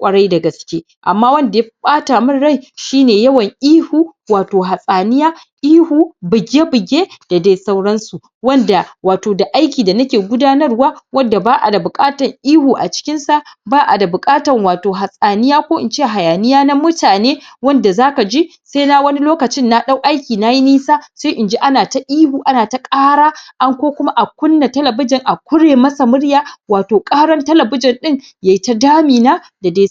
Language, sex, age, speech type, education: Hausa, female, 46-60, spontaneous, tertiary